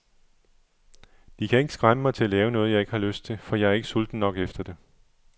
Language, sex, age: Danish, male, 37